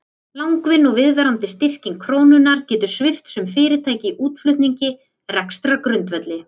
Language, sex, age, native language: Icelandic, female, 30-39, Icelandic